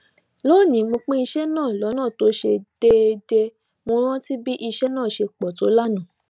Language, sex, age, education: Yoruba, female, 15-29, tertiary